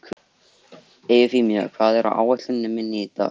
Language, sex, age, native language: Icelandic, male, 14, Icelandic